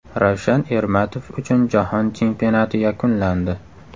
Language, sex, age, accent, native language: Uzbek, male, 18-24, Samarqand, Uzbek